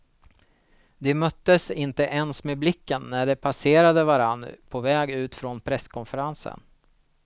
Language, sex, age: Swedish, male, 36